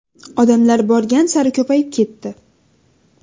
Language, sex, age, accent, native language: Uzbek, female, 19-29, Xorazm, Uzbek